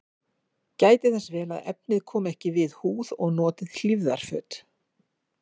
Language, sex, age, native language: Icelandic, female, 50-59, Icelandic